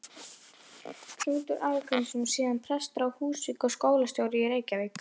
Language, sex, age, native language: Icelandic, female, 11, Icelandic